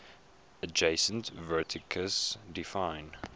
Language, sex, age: English, male, 21